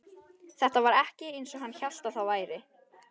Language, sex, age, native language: Icelandic, female, 12, Icelandic